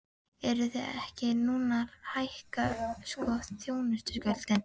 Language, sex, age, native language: Icelandic, female, 12, Icelandic